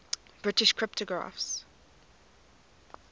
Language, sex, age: English, female, 24